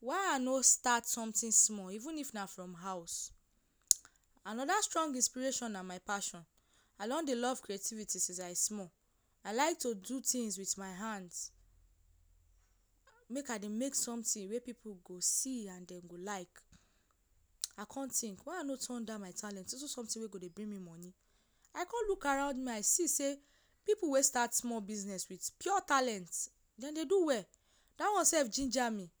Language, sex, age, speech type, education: Nigerian Pidgin, female, 15-29, spontaneous, tertiary